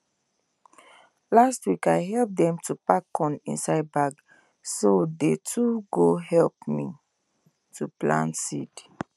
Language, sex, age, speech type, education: Nigerian Pidgin, female, 15-29, spontaneous, tertiary